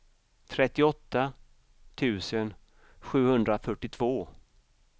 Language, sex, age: Swedish, male, 55